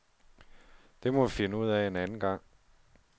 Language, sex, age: Danish, male, 47